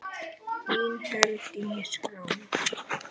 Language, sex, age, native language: Icelandic, male, 9, Icelandic